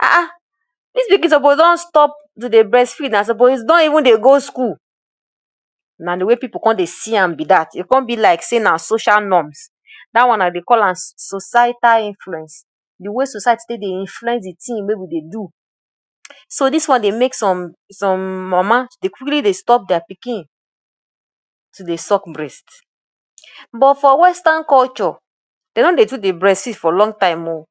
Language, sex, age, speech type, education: Nigerian Pidgin, female, 30-45, spontaneous, tertiary